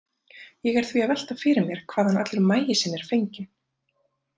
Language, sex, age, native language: Icelandic, female, 30-39, Icelandic